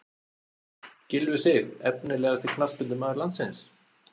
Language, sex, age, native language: Icelandic, male, 40-49, Icelandic